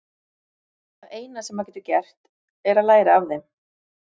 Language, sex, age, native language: Icelandic, female, 40-49, Icelandic